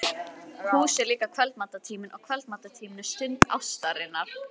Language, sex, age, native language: Icelandic, female, 11, Icelandic